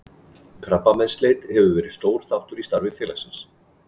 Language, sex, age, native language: Icelandic, male, 40-49, Icelandic